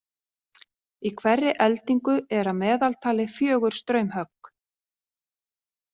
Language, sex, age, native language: Icelandic, female, 40-49, Icelandic